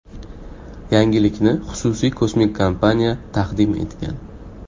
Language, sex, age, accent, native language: Uzbek, male, 18-24, Farg'ona, Uzbek